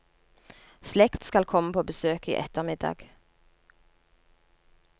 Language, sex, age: Norwegian, female, 39